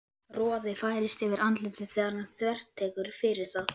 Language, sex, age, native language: Icelandic, male, 11, Icelandic